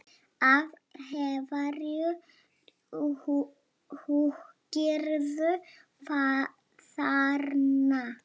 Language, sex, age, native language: Icelandic, female, 7, Lithuanian